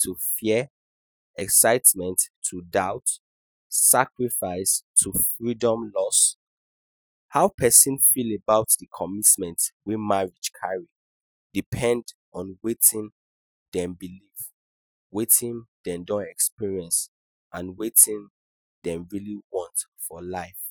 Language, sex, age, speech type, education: Nigerian Pidgin, male, 15-29, spontaneous, tertiary